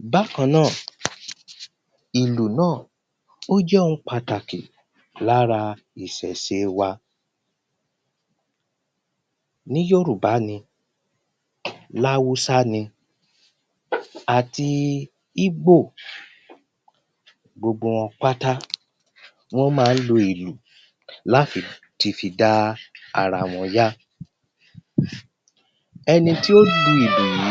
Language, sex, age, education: Yoruba, male, 30-45, primary